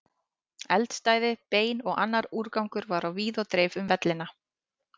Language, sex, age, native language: Icelandic, female, 30-39, Icelandic